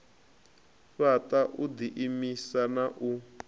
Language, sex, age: Venda, male, 25